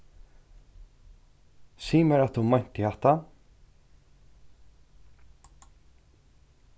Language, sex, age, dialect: Faroese, male, 36-60, Norðurstreymoy/Eysturoy